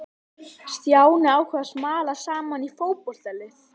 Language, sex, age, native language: Icelandic, female, 11, Icelandic